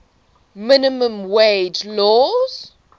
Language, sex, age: English, female, 18